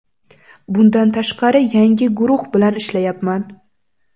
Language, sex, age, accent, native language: Uzbek, female, 18-24, Samarqand, Uzbek